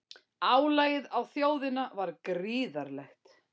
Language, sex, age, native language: Icelandic, female, 40-49, Icelandic